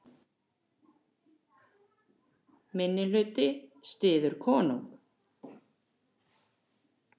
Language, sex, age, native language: Icelandic, female, 40-49, Icelandic